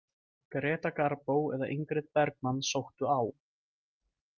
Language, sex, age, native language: Icelandic, male, 20-29, Icelandic